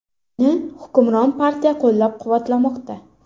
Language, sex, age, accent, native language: Uzbek, female, 18-24, Farg'ona, Uzbek